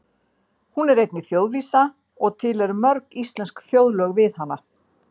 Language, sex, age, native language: Icelandic, female, 50-59, Icelandic